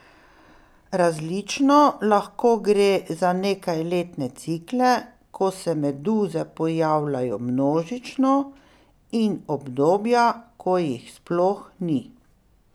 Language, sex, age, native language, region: Slovenian, female, 60+, Slovenian, Pomurje region